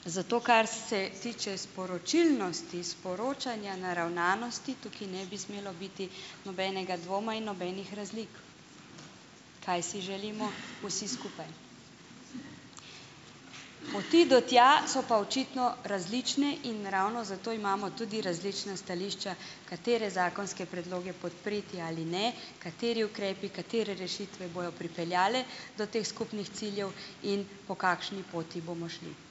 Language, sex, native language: Slovenian, female, Slovenian